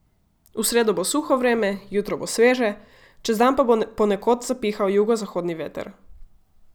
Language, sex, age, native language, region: Slovenian, female, 18-29, Slovenian, Gorica region